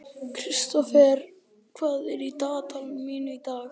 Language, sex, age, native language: Icelandic, male, 11, Icelandic